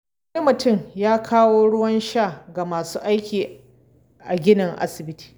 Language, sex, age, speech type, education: Hausa, female, 15-29, spontaneous, tertiary